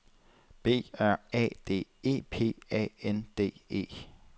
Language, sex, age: Danish, male, 30